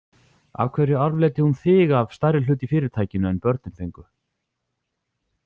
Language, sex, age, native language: Icelandic, male, 40-49, Icelandic